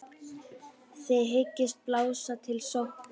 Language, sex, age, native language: Icelandic, female, 10, Icelandic